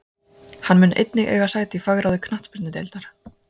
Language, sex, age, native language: Icelandic, female, 20-29, Icelandic